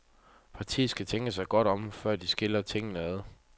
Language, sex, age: Danish, male, 30